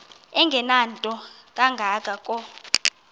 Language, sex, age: Xhosa, female, 22